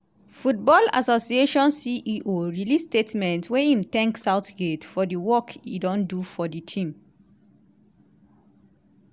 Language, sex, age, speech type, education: Nigerian Pidgin, female, 30-45, spontaneous, tertiary